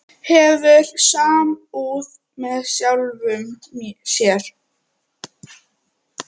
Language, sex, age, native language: Icelandic, female, 9, Icelandic